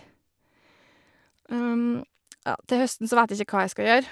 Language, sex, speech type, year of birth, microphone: Norwegian, female, spontaneous, 1986, Shure